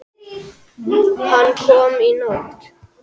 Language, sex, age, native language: Icelandic, male, 10, Icelandic